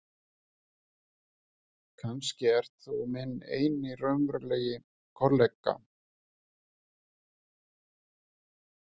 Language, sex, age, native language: Icelandic, male, 50-59, Icelandic